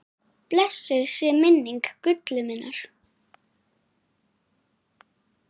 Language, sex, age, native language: Icelandic, female, 9, Icelandic